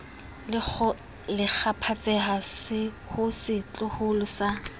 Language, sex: Southern Sotho, female